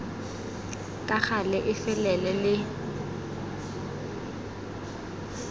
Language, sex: Tswana, female